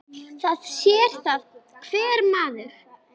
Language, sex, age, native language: Icelandic, male, 10, Icelandic